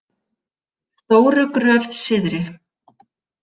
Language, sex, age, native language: Icelandic, female, 50-59, Icelandic